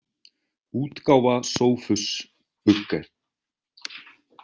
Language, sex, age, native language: Icelandic, male, 30-39, Icelandic